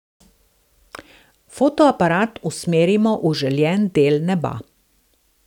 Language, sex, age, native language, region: Slovenian, female, 60+, Slovenian, Southeast Slovenia